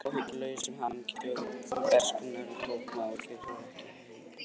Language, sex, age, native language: Icelandic, male, 18-19, Icelandic